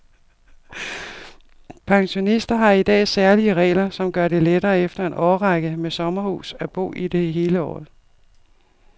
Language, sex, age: Danish, female, 52